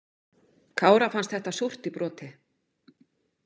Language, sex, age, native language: Icelandic, female, 50-59, Icelandic